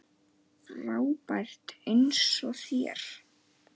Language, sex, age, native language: Icelandic, male, 9, Icelandic